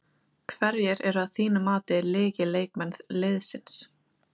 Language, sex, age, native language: Icelandic, female, 20-29, Icelandic